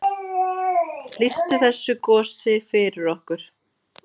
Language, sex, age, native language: Icelandic, female, 30-39, Icelandic